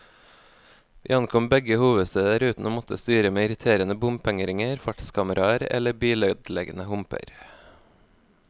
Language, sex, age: Norwegian, male, 24